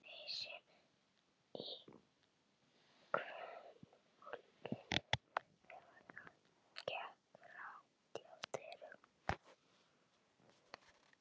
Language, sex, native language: Icelandic, male, Chinese